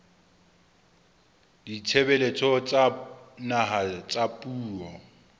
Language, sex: Southern Sotho, male